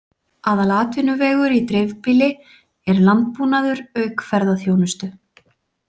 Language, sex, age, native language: Icelandic, female, 40-49, Icelandic